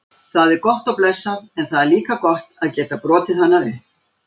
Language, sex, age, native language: Icelandic, female, 60-69, Icelandic